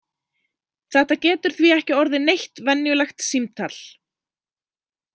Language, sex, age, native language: Icelandic, female, 20-29, Icelandic